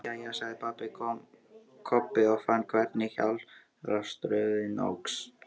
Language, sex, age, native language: Icelandic, male, 13, Icelandic